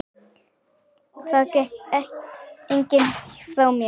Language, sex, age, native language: Icelandic, female, 9, Icelandic